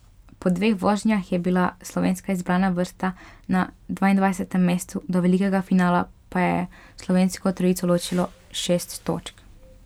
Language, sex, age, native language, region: Slovenian, female, 12-17, Slovenian, Pomurje region